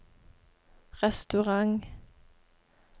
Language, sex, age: Norwegian, female, 18